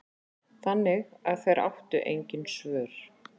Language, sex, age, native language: Icelandic, female, 40-49, Icelandic